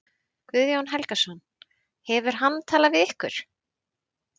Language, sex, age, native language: Icelandic, female, 30-39, Icelandic